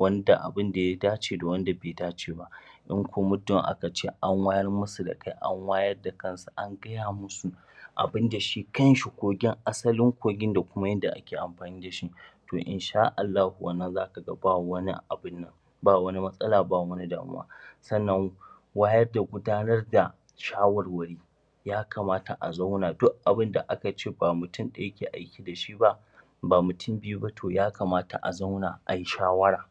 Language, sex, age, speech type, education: Hausa, male, 30-45, spontaneous, tertiary